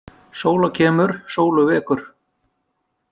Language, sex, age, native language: Icelandic, male, 50-59, Icelandic